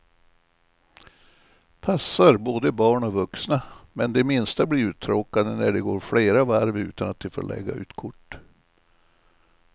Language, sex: Swedish, male